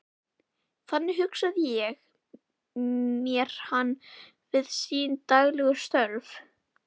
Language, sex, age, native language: Icelandic, female, 11, Icelandic